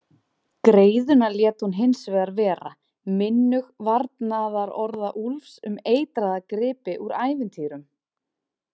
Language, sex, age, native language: Icelandic, female, 20-29, Icelandic